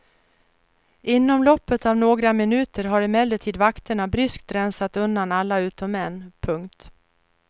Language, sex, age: Swedish, female, 49